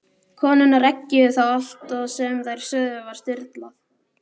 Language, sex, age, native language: Icelandic, male, 12, Icelandic